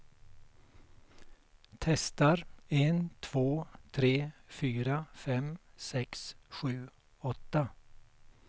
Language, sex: Swedish, male